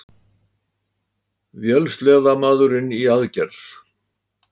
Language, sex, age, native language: Icelandic, male, 80-89, Icelandic